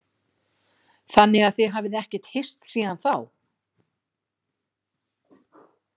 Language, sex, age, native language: Icelandic, female, 40-49, Icelandic